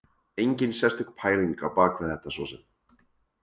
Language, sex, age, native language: Icelandic, male, 20-29, Icelandic